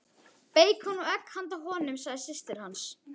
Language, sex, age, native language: Icelandic, male, 11, Icelandic